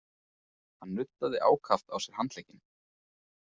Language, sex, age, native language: Icelandic, male, 20-29, Icelandic